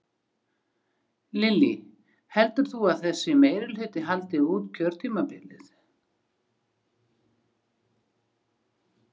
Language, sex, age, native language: Icelandic, female, 60-69, Icelandic